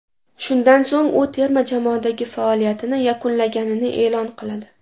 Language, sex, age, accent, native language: Uzbek, female, 18-24, Namangan, Uzbek